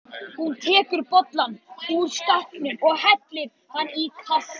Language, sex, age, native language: Icelandic, male, 18-19, Icelandic